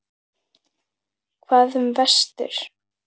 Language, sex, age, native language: Icelandic, female, 10, Icelandic